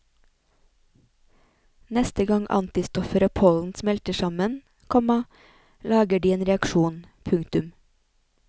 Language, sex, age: Norwegian, female, 28